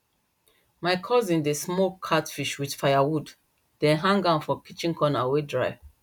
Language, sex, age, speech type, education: Nigerian Pidgin, female, 30-45, spontaneous, tertiary